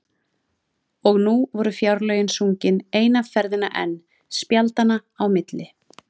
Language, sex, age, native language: Icelandic, female, 30-39, Icelandic